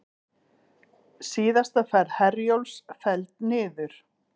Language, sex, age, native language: Icelandic, female, 40-49, Icelandic